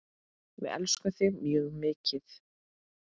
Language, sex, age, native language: Icelandic, female, 8, Icelandic